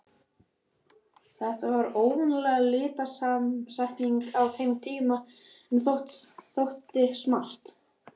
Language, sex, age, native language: Icelandic, female, 11, Icelandic